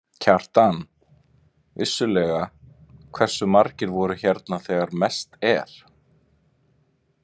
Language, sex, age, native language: Icelandic, male, 30-39, Icelandic